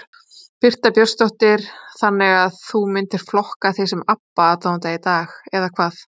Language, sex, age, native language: Icelandic, female, 30-39, Icelandic